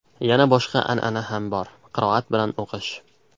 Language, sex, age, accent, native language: Uzbek, male, 12-17, Andijon, Uzbek